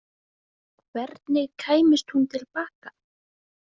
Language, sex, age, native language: Icelandic, female, 20-29, Icelandic